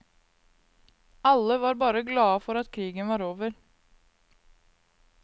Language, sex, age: Norwegian, female, 22